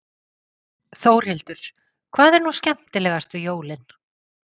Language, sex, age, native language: Icelandic, female, 50-59, Icelandic